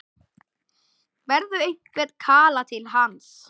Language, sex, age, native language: Icelandic, male, 10, Icelandic